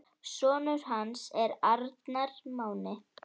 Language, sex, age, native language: Icelandic, female, 10, Icelandic